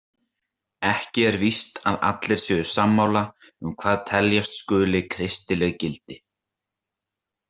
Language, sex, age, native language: Icelandic, male, 18-19, Icelandic